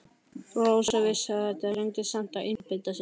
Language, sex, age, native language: Icelandic, male, 13, Icelandic